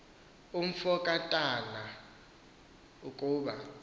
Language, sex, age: Xhosa, male, 18